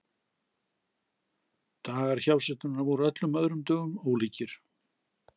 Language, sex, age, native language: Icelandic, male, 60-69, Icelandic